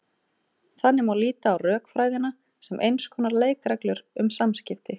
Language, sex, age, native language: Icelandic, female, 30-39, Icelandic